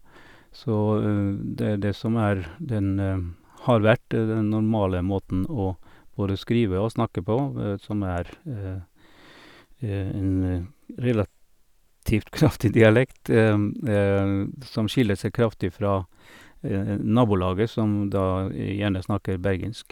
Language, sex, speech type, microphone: Norwegian, male, spontaneous, Sennheiser